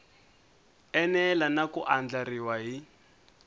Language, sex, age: Tsonga, male, 22